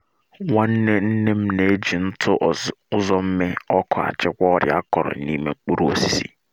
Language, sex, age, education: Igbo, male, 15-29, secondary